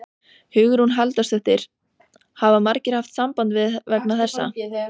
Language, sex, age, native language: Icelandic, female, 14, Icelandic